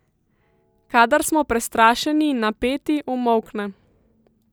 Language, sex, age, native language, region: Slovenian, female, 18-29, Slovenian, Central Slovenia